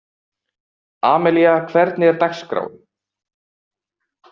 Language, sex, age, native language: Icelandic, male, 18-19, Icelandic